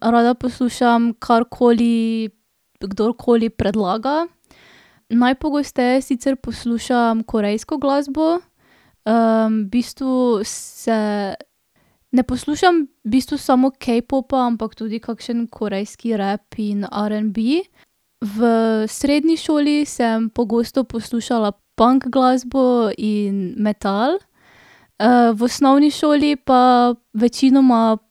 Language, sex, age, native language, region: Slovenian, female, 18-29, Slovenian, Drava region